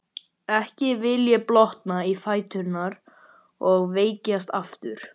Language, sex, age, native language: Icelandic, male, 12, Icelandic